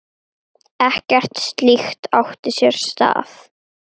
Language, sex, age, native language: Icelandic, female, 9, Icelandic